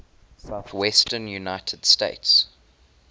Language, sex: English, male